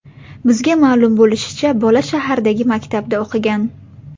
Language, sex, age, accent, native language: Uzbek, female, 18-24, Buxoro, Uzbek